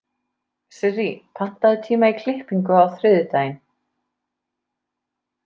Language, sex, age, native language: Icelandic, female, 30-39, Icelandic